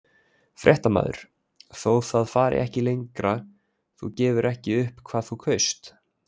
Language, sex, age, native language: Icelandic, male, 20-29, Icelandic